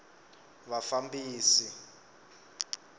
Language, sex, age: Tsonga, male, 25